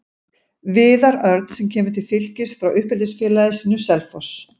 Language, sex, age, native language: Icelandic, female, 40-49, Icelandic